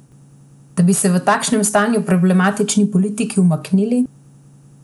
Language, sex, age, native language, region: Slovenian, female, 18-29, Slovenian, Central Slovenia